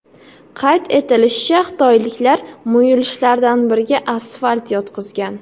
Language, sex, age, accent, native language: Uzbek, female, 18-24, Jizzax, Uzbek